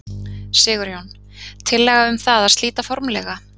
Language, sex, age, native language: Icelandic, female, 30-39, Icelandic